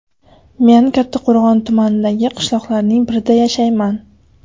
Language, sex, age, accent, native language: Uzbek, female, 25-34, Qashqadaryo, Uzbek